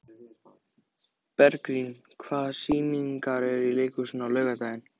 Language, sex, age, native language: Icelandic, male, 14, Icelandic